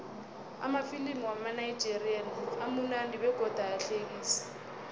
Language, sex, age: South Ndebele, female, 22